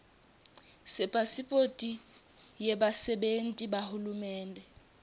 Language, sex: Swati, female